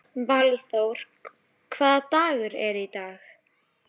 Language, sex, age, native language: Icelandic, female, 11, Icelandic